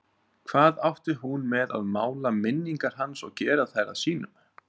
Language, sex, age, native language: Icelandic, male, 30-39, Icelandic